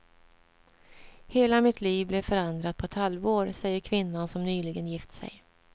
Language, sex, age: Swedish, female, 47